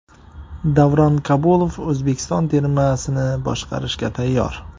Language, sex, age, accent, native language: Uzbek, male, 25-34, Samarqand, Uzbek